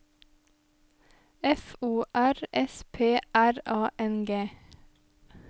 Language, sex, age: Norwegian, female, 23